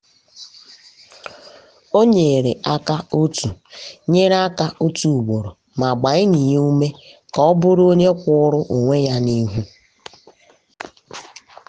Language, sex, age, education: Igbo, female, 15-29, tertiary